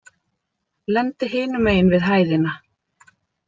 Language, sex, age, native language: Icelandic, female, 30-39, Icelandic